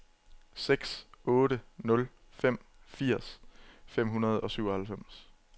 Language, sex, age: Danish, male, 27